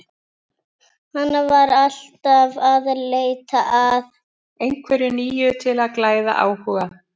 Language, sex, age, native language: Icelandic, female, 50-59, Icelandic